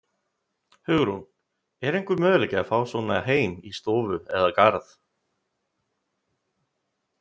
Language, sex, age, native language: Icelandic, male, 30-39, Icelandic